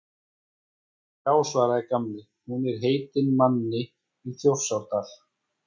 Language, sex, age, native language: Icelandic, female, 14, Icelandic